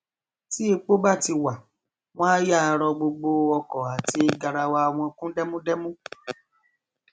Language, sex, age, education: Yoruba, male, 30-45, tertiary